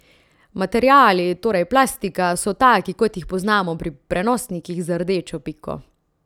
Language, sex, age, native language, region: Slovenian, female, 30-49, Slovenian, Central Slovenia